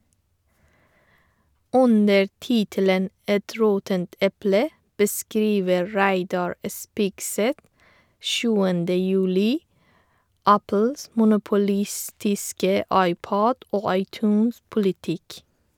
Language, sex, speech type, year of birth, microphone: Norwegian, female, read, 1985, Shure